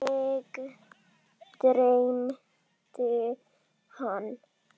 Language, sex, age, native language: Icelandic, female, 10, Icelandic